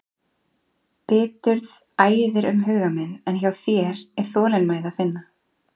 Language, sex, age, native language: Icelandic, female, 40-49, Icelandic